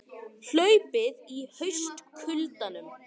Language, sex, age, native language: Icelandic, male, 18-19, Icelandic